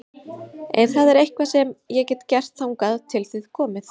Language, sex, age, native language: Icelandic, female, 30-39, Icelandic